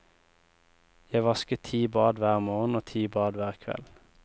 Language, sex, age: Norwegian, male, 24